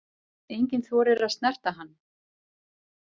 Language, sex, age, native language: Icelandic, female, 40-49, Icelandic